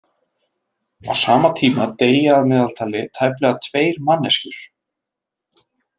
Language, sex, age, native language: Icelandic, male, 30-39, Icelandic